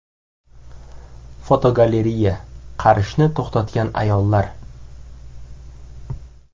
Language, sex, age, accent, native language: Uzbek, male, 18-24, Samarqand, Uzbek